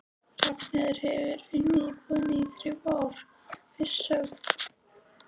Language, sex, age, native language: Icelandic, female, 13, Icelandic